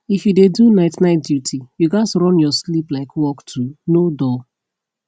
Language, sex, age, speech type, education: Nigerian Pidgin, female, 15-29, spontaneous, tertiary